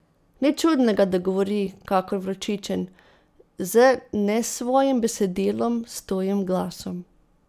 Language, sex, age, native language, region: Slovenian, female, 30-49, Slovenian, Posavska region